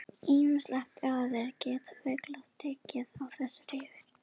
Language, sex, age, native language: Icelandic, female, 20-29, Icelandic